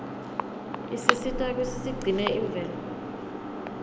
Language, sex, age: Swati, female, 23